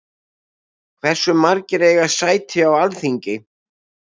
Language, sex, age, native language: Icelandic, male, 60-69, Icelandic